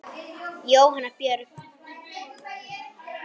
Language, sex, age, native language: Icelandic, female, 9, Icelandic